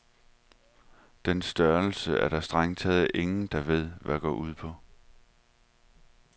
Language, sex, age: Danish, male, 31